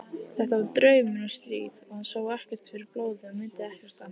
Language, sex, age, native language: Icelandic, male, 18-19, Icelandic